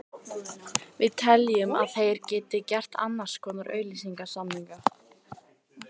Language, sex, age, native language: Icelandic, female, 18-19, Icelandic